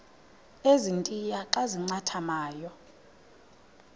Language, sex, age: Xhosa, female, 26